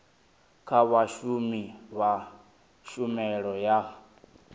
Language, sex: Venda, male